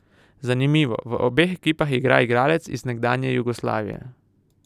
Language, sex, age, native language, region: Slovenian, male, 18-29, Slovenian, Southeast Slovenia